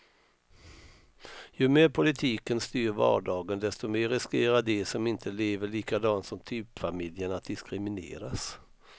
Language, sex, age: Swedish, male, 64